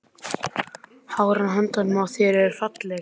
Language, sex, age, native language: Icelandic, male, 12, Icelandic